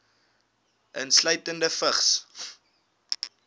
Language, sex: Afrikaans, male